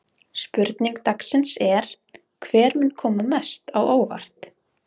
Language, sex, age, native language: Icelandic, female, 20-29, Icelandic